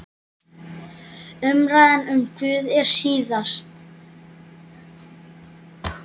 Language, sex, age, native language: Icelandic, male, 7, Icelandic